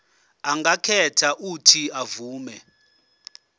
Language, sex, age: Zulu, male, 24